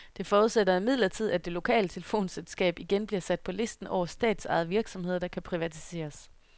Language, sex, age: Danish, female, 31